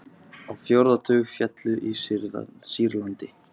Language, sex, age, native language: Icelandic, male, 20-29, Icelandic